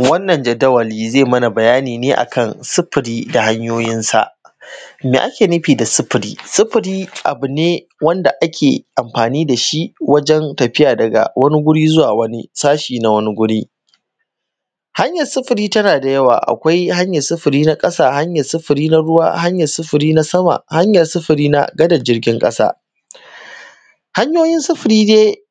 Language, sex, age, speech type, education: Hausa, male, 15-29, spontaneous, primary